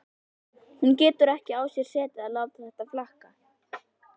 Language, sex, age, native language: Icelandic, female, 11, Icelandic